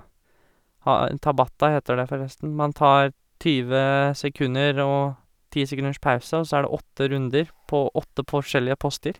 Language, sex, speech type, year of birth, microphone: Norwegian, male, spontaneous, 1986, Sennheiser